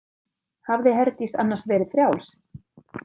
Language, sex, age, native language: Icelandic, female, 30-39, Icelandic